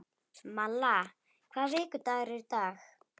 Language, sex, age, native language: Icelandic, female, 11, Icelandic